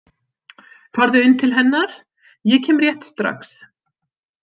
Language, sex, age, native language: Icelandic, female, 50-59, Icelandic